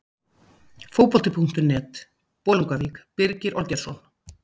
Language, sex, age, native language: Icelandic, female, 50-59, Icelandic